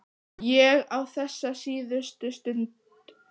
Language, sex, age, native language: Icelandic, female, 9, Icelandic